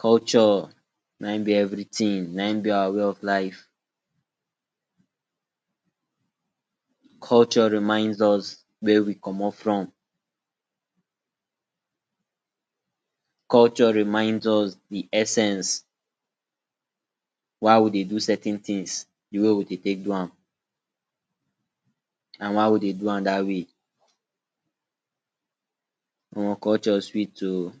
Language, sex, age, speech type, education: Nigerian Pidgin, male, 46-60, spontaneous, tertiary